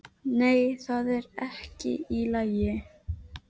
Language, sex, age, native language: Icelandic, female, 12, Icelandic